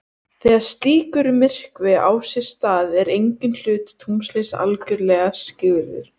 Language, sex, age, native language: Icelandic, female, 18-19, Icelandic